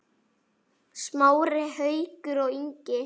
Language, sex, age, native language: Icelandic, male, 9, Icelandic